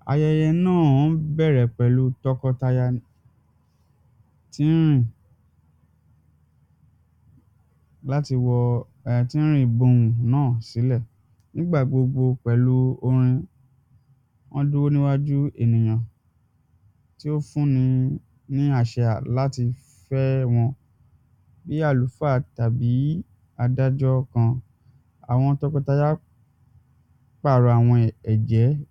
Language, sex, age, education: Yoruba, male, 30-45, secondary